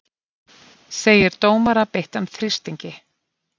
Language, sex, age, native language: Icelandic, female, 50-59, Icelandic